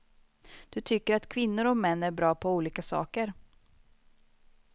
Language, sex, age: Swedish, female, 25